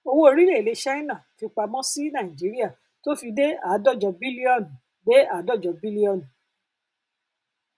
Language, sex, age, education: Yoruba, female, 30-45, tertiary